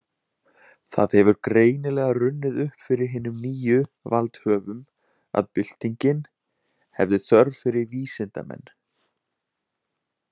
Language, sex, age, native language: Icelandic, male, 20-29, Icelandic